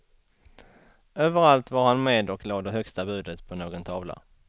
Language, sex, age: Swedish, male, 33